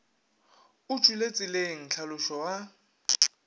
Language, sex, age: Northern Sotho, male, 21